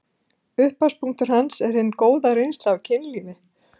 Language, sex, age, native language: Icelandic, female, 50-59, Icelandic